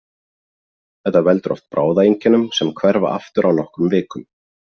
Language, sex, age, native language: Icelandic, male, 40-49, Icelandic